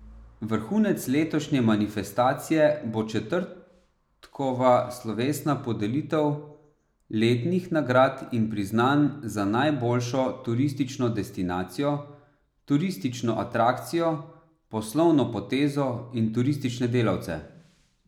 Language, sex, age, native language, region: Slovenian, male, 30-49, Slovenian, Savinja region